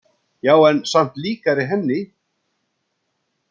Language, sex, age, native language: Icelandic, male, 60-69, Icelandic